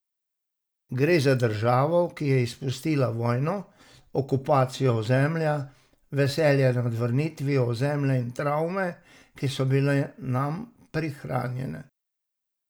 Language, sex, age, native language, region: Slovenian, male, 60+, Slovenian, Savinja region